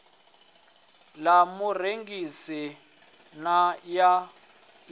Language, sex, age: Venda, male, 20